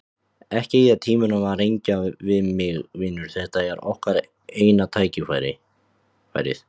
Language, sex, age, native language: Icelandic, male, 18-19, Icelandic